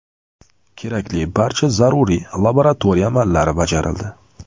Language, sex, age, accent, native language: Uzbek, male, 18-24, Andijon, Uzbek